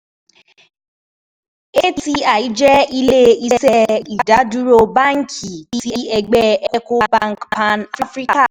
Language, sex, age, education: Yoruba, female, 15-29, tertiary